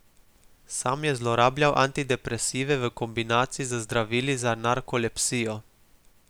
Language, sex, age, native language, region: Slovenian, male, 18-29, Slovenian, Gorica region